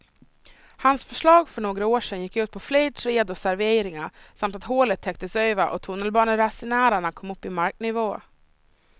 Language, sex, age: Swedish, female, 26